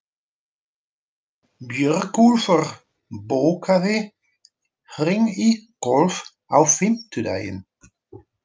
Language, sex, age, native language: Icelandic, male, 40-49, Dutch